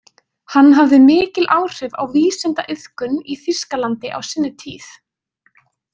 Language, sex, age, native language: Icelandic, female, 20-29, Icelandic